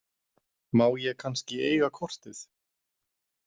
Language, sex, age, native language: Icelandic, male, 30-39, Icelandic